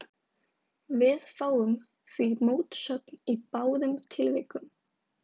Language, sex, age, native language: Icelandic, female, 20-29, Icelandic